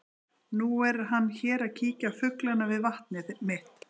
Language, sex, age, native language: Icelandic, female, 40-49, Icelandic